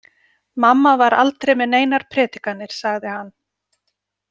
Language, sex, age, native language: Icelandic, female, 40-49, Icelandic